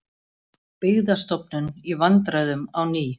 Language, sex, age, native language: Icelandic, female, 40-49, Icelandic